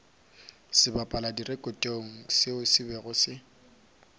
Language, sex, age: Northern Sotho, male, 23